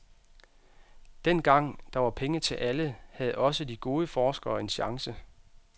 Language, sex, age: Danish, male, 32